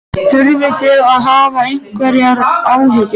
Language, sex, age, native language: Icelandic, male, 13, Icelandic